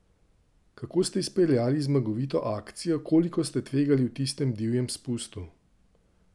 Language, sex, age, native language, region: Slovenian, male, 30-49, Slovenian, Drava region